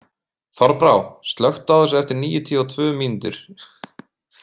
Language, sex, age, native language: Icelandic, male, 30-39, Icelandic